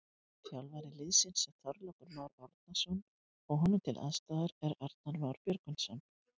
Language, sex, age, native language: Icelandic, female, 50-59, Icelandic